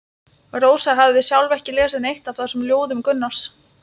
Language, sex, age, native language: Icelandic, female, 20-29, Lithuanian